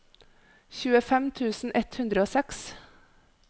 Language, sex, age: Norwegian, female, 43